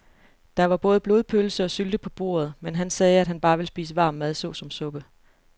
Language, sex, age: Danish, female, 29